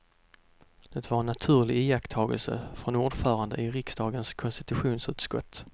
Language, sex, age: Swedish, male, 32